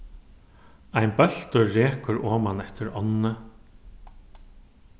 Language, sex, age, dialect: Faroese, male, 36-60, Norðurstreymoy/Eysturoy